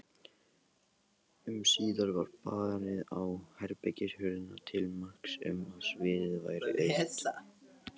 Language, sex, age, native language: Icelandic, male, 18-19, Icelandic